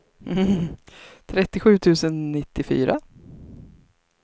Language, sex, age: Swedish, female, 33